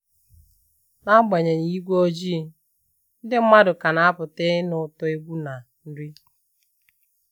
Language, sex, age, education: Igbo, male, 15-29, tertiary